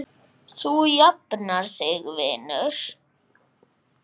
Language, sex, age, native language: Icelandic, male, 8, Icelandic